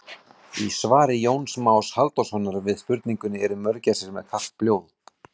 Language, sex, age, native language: Icelandic, male, 40-49, Icelandic